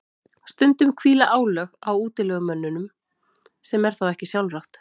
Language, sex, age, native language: Icelandic, female, 30-39, Icelandic